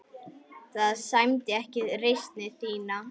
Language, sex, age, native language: Icelandic, female, 10, Icelandic